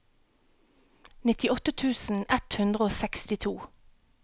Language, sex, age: Norwegian, female, 37